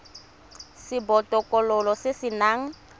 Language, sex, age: Tswana, female, 25